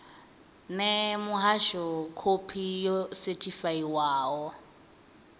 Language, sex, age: Venda, female, 20